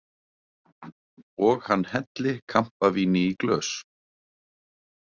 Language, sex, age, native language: Icelandic, male, 30-39, Icelandic